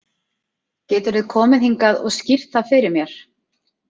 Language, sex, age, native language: Icelandic, female, 30-39, Icelandic